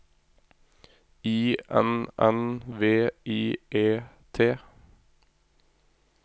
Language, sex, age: Norwegian, male, 26